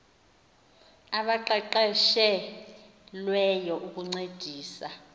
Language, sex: Xhosa, female